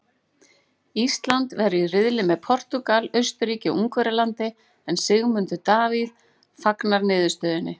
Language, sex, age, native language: Icelandic, female, 40-49, Icelandic